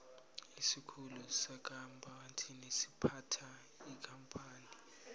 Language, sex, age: South Ndebele, male, 20